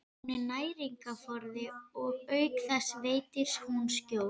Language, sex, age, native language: Icelandic, female, 12, Icelandic